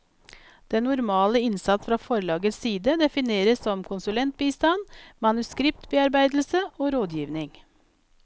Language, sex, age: Norwegian, female, 42